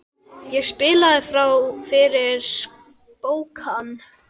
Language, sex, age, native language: Icelandic, male, 10, Icelandic